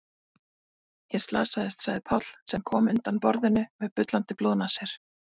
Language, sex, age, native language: Icelandic, female, 40-49, Icelandic